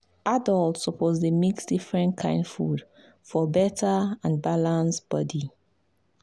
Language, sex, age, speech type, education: Nigerian Pidgin, female, 15-29, spontaneous, tertiary